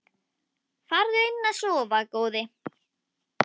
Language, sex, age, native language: Icelandic, female, 10, Icelandic